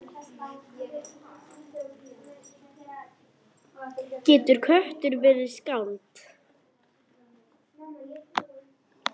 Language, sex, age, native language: Icelandic, female, 10, Icelandic